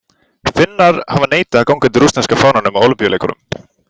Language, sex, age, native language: Icelandic, male, 18-19, Icelandic